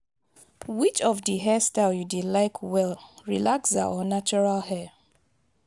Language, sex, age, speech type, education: Nigerian Pidgin, female, 30-45, spontaneous, tertiary